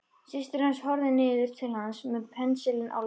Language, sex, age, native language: Icelandic, female, 13, Icelandic